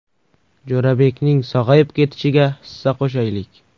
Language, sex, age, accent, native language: Uzbek, male, 18-24, Samarqand, Uzbek